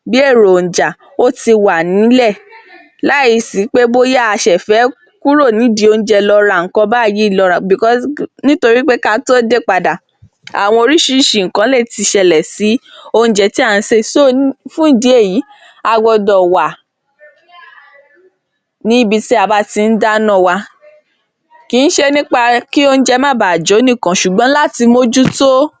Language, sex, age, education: Yoruba, female, 46-60, tertiary